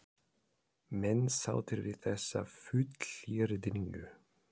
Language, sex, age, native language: Icelandic, male, 30-39, German